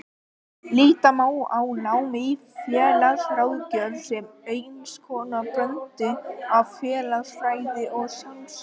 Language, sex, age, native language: Icelandic, male, 18-19, Icelandic